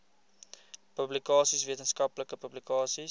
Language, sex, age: Afrikaans, male, 20